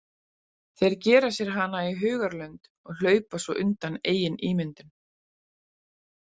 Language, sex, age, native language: Icelandic, female, 40-49, Icelandic